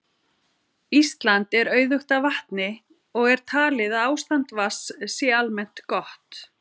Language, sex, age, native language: Icelandic, female, 40-49, Icelandic